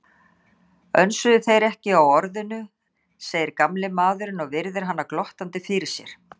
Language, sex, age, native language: Icelandic, female, 60-69, Icelandic